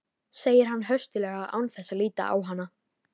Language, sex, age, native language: Icelandic, female, 13, Icelandic